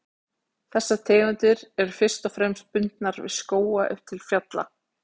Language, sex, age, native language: Icelandic, female, 40-49, Icelandic